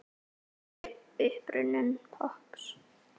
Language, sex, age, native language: Icelandic, female, 10, Icelandic